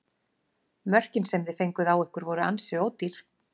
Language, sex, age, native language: Icelandic, female, 30-39, Icelandic